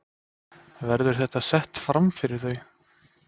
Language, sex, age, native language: Icelandic, male, 20-29, Icelandic